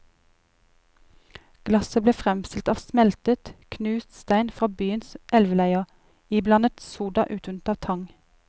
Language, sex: Norwegian, female